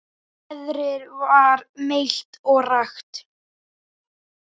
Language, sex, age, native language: Icelandic, male, 10, Icelandic